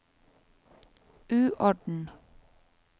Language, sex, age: Norwegian, female, 30